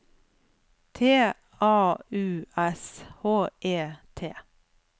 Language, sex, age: Norwegian, female, 47